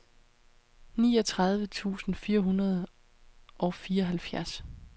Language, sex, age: Danish, female, 31